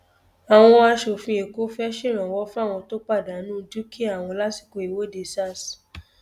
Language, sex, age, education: Yoruba, female, 15-29, tertiary